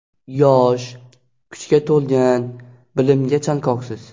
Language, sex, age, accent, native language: Uzbek, male, 12-17, Xorazm, Uzbek